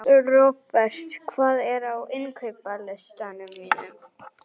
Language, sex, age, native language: Icelandic, female, 11, Icelandic